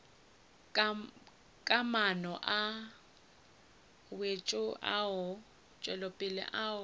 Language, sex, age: Northern Sotho, female, 29